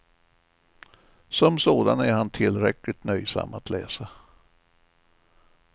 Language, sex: Swedish, male